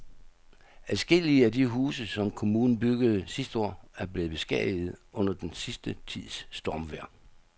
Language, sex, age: Danish, male, 67